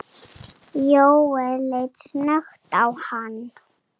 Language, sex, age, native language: Icelandic, female, 7, Icelandic